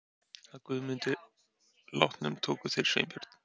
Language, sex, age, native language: Icelandic, male, 30-39, Icelandic